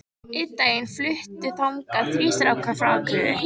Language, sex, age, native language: Icelandic, female, 13, Icelandic